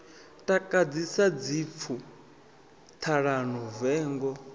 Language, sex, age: Venda, male, 21